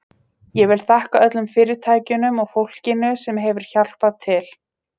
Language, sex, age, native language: Icelandic, female, 30-39, Icelandic